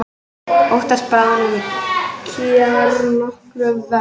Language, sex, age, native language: Icelandic, female, 18-19, Icelandic